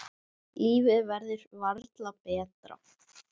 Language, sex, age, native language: Icelandic, male, 9, Icelandic